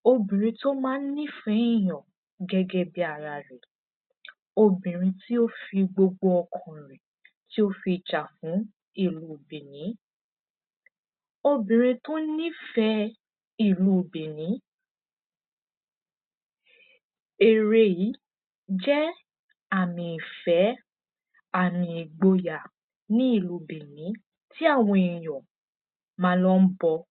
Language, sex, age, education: Yoruba, female, 15-29, secondary